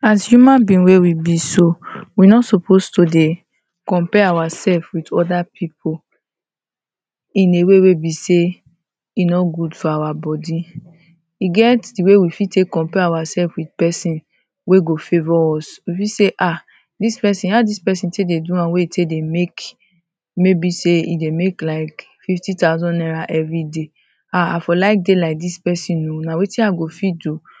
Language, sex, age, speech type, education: Nigerian Pidgin, female, 30-45, spontaneous, tertiary